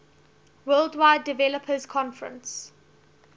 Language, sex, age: English, female, 19